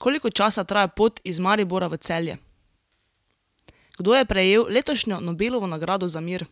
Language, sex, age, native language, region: Slovenian, female, 18-29, Slovenian, Drava region